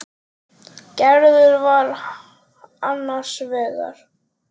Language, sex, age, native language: Icelandic, male, 10, Icelandic